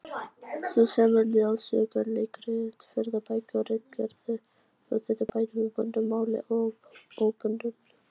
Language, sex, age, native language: Icelandic, other, 18-19, Icelandic